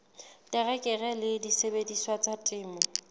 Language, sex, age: Southern Sotho, female, 19